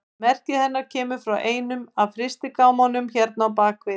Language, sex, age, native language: Icelandic, female, 50-59, Icelandic